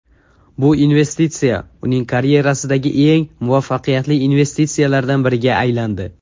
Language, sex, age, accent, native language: Uzbek, male, under 19, Jizzax, Uzbek